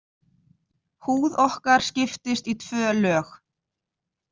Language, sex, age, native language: Icelandic, female, 50-59, Icelandic